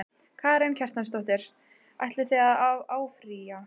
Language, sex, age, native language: Icelandic, female, 15, Icelandic